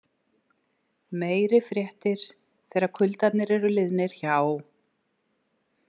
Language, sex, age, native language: Icelandic, female, 60-69, Icelandic